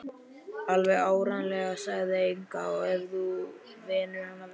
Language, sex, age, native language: Icelandic, male, 11, Icelandic